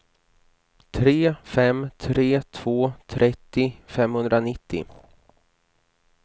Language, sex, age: Swedish, male, 29